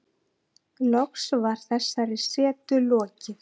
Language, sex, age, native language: Icelandic, female, 9, Icelandic